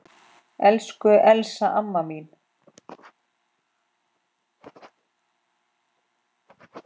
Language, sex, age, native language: Icelandic, female, 10, Icelandic